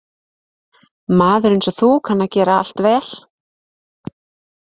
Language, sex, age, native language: Icelandic, female, 20-29, Icelandic